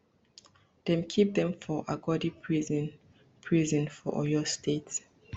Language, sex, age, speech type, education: Nigerian Pidgin, female, 30-45, spontaneous, tertiary